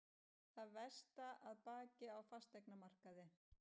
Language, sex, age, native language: Icelandic, female, 50-59, Icelandic